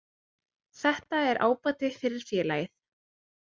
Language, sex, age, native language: Icelandic, female, 30-39, Icelandic